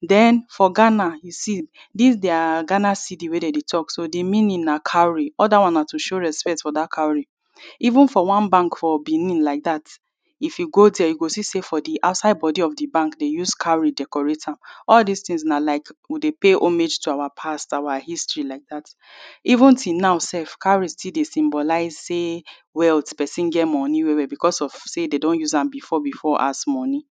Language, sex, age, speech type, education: Nigerian Pidgin, female, 30-45, spontaneous, tertiary